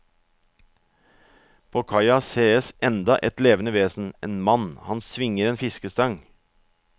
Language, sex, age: Norwegian, male, 44